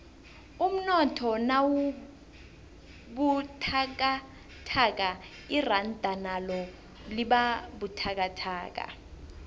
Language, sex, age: South Ndebele, female, 21